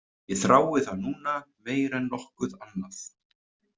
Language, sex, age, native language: Icelandic, male, 30-39, Icelandic